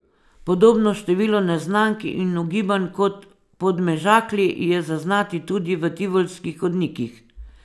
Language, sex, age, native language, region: Slovenian, female, 50-59, Slovenian, Savinja region